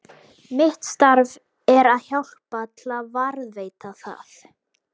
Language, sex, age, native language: Icelandic, male, 11, Icelandic